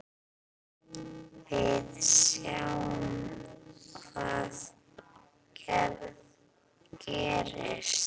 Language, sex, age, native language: Icelandic, female, 10, Icelandic